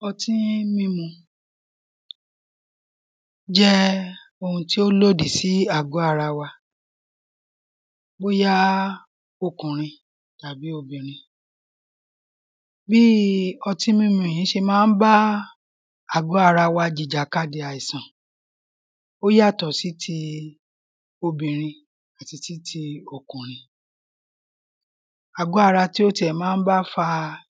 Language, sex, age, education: Yoruba, female, 15-29, secondary